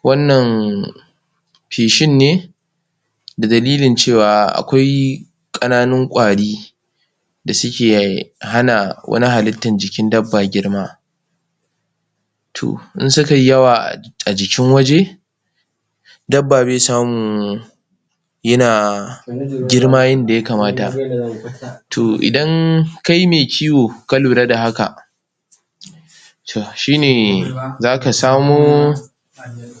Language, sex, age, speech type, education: Hausa, male, 15-29, spontaneous, tertiary